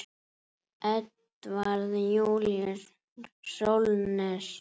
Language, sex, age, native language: Icelandic, female, 7, Icelandic